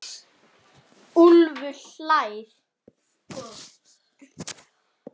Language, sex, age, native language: Icelandic, male, 9, Icelandic